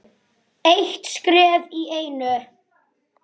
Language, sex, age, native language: Icelandic, male, 9, Icelandic